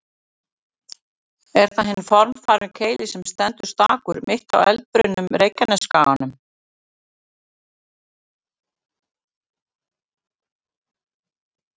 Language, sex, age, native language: Icelandic, female, 60-69, Icelandic